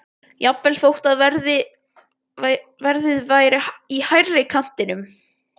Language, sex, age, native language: Icelandic, male, 12, Icelandic